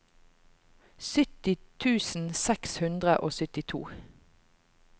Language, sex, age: Norwegian, female, 45